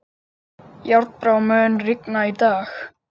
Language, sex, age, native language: Icelandic, female, 50-59, Icelandic